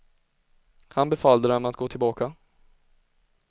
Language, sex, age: Swedish, male, 20